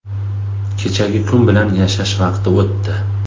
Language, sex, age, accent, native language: Uzbek, male, 35+, Toshkent shahri, Uzbek